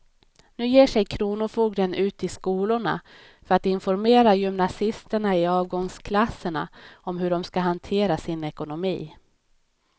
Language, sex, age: Swedish, female, 31